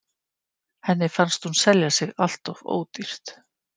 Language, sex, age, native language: Icelandic, female, 50-59, Icelandic